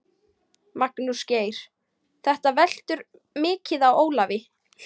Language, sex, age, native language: Icelandic, female, 18-19, Icelandic